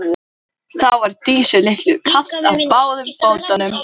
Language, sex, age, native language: Icelandic, female, 12, Icelandic